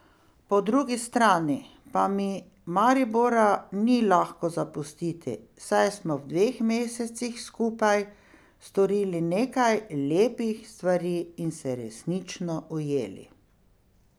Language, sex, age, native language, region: Slovenian, female, 60+, Slovenian, Pomurje region